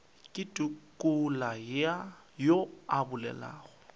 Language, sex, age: Northern Sotho, male, 23